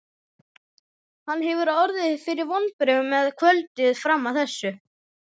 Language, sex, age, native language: Icelandic, male, 11, Icelandic